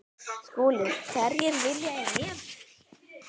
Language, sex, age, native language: Icelandic, female, 9, Icelandic